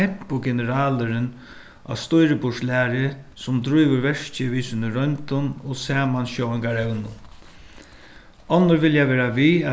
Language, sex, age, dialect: Faroese, male, 61+, Suðuroy